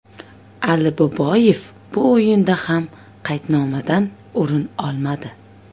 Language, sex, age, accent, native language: Uzbek, female, 25-34, Toshkent viloyati, Uzbek